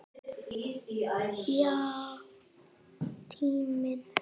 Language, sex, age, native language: Icelandic, female, 7, Icelandic